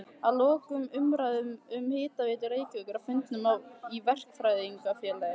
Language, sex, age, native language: Icelandic, female, 15, Icelandic